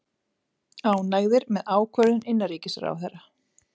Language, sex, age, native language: Icelandic, female, 30-39, Icelandic